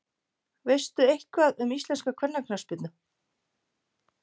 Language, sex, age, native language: Icelandic, female, 50-59, Icelandic